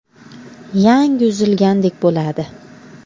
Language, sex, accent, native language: Uzbek, female, Samarqand, Uzbek